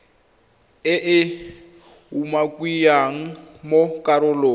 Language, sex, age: Tswana, male, 21